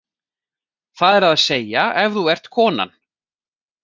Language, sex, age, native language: Icelandic, male, 40-49, Icelandic